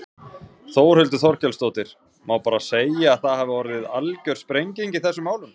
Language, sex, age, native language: Icelandic, male, 40-49, Icelandic